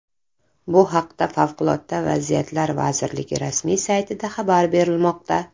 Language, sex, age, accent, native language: Uzbek, female, 40-49, Navoiy, Uzbek